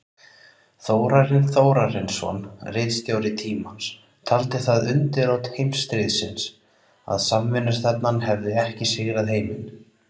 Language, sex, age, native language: Icelandic, male, 30-39, Icelandic